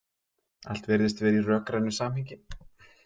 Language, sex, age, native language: Icelandic, male, 30-39, Icelandic